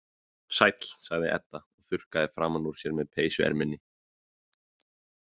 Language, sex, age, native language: Icelandic, male, 20-29, Icelandic